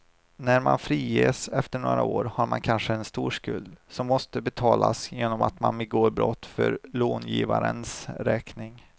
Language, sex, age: Swedish, male, 25